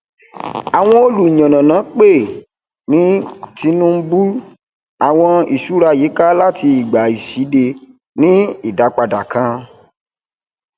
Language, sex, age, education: Yoruba, male, 30-45, tertiary